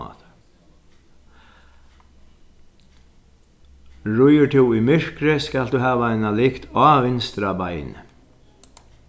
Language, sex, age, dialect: Faroese, male, 61+, Sandoy